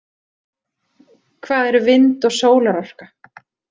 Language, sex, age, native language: Icelandic, female, 30-39, Icelandic